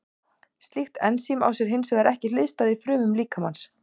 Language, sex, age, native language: Icelandic, female, 18-19, Icelandic